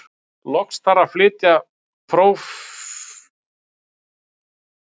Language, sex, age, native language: Icelandic, male, 50-59, Icelandic